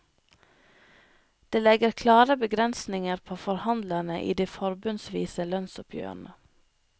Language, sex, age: Norwegian, female, 25